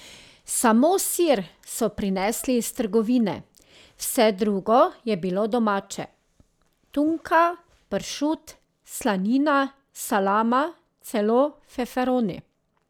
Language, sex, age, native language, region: Slovenian, female, 30-49, Slovenian, Drava region